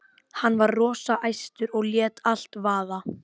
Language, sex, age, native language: Icelandic, female, 12, Icelandic